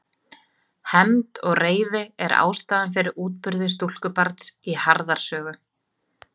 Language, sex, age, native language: Icelandic, female, 30-39, Icelandic